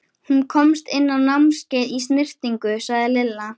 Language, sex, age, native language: Icelandic, female, 13, Icelandic